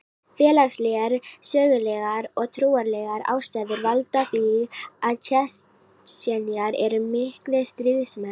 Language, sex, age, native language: Icelandic, female, 18-19, Icelandic